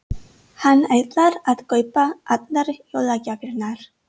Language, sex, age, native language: Icelandic, female, 30-39, English